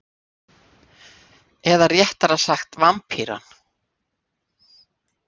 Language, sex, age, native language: Icelandic, female, 60-69, Icelandic